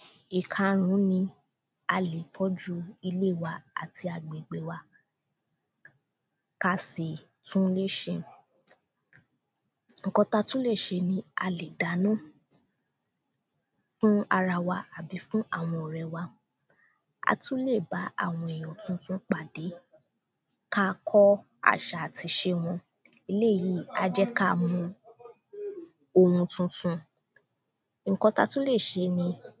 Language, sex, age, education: Yoruba, female, 15-29, primary